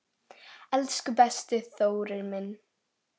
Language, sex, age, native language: Icelandic, female, 10, Icelandic